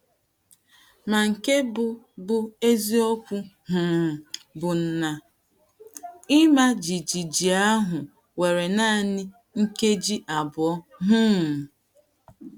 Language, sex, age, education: Igbo, female, 30-45, secondary